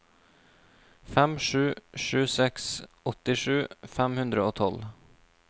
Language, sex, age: Norwegian, male, 26